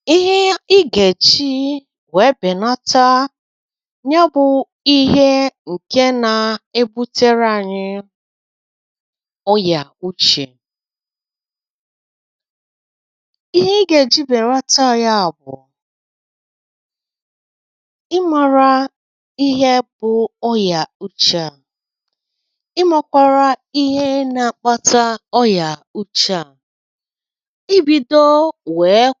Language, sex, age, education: Igbo, female, 30-45, secondary